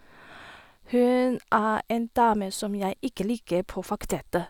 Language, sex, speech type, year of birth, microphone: Norwegian, female, spontaneous, 1978, Sennheiser